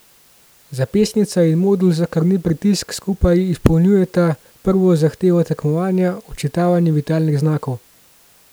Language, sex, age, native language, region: Slovenian, male, 18-29, Slovenian, Gorenjska region